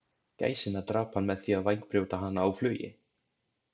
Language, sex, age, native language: Icelandic, male, 20-29, Icelandic